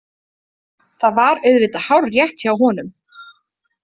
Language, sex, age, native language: Icelandic, female, 30-39, Icelandic